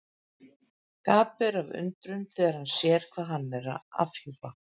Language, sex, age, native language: Icelandic, female, 50-59, Icelandic